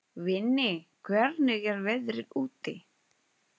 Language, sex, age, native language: Icelandic, female, 20-29, Filipino